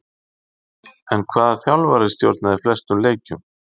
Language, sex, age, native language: Icelandic, male, 50-59, Icelandic